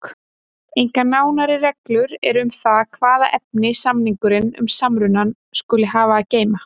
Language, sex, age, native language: Icelandic, female, 30-39, Icelandic